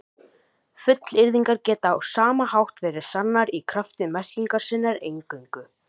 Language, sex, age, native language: Icelandic, male, 18-19, Icelandic